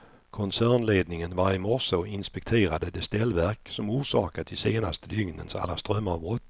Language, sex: Swedish, male